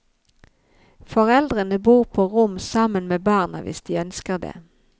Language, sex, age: Norwegian, female, 51